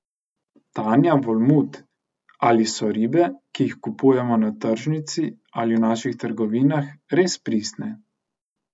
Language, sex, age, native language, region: Slovenian, male, 18-29, Slovenian, Central Slovenia